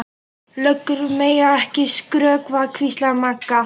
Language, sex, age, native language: Icelandic, male, 11, Icelandic